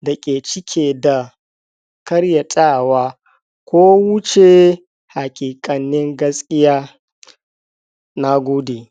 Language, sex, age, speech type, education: Hausa, male, 60+, spontaneous, tertiary